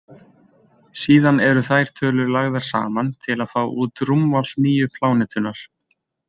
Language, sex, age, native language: Icelandic, male, 20-29, Icelandic